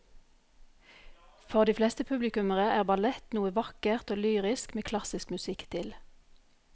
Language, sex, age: Norwegian, female, 44